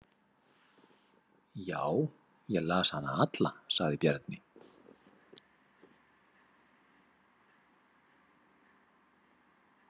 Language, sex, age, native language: Icelandic, male, 50-59, Icelandic